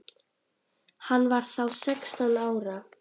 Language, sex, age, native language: Icelandic, female, 10, Icelandic